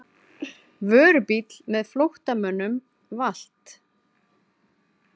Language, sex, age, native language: Icelandic, female, 40-49, Icelandic